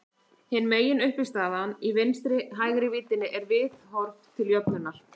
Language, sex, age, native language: Icelandic, female, 30-39, Icelandic